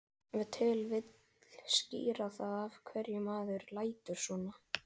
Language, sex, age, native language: Icelandic, male, 11, Icelandic